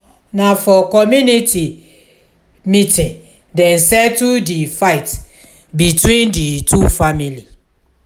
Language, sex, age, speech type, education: Nigerian Pidgin, female, 46-60, spontaneous, tertiary